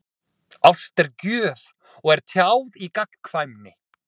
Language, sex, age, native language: Icelandic, male, 30-39, Icelandic